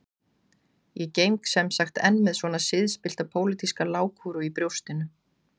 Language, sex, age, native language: Icelandic, female, 40-49, Icelandic